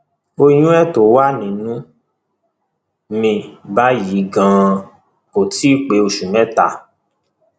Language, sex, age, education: Yoruba, male, 15-29, tertiary